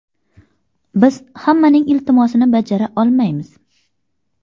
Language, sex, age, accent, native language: Uzbek, female, 25-34, Xorazm, Uzbek